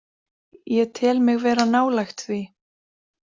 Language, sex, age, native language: Icelandic, female, 40-49, Icelandic